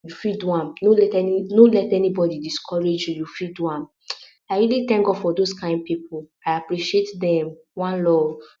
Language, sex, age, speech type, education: Nigerian Pidgin, female, 60+, spontaneous, tertiary